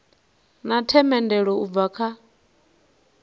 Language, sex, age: Venda, female, 19